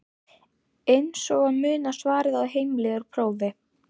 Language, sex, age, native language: Icelandic, female, 12, Icelandic